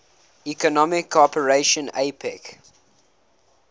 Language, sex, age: English, male, 19